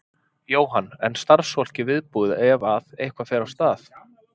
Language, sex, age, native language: Icelandic, male, 30-39, Icelandic